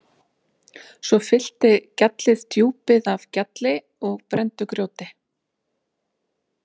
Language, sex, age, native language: Icelandic, female, 40-49, Icelandic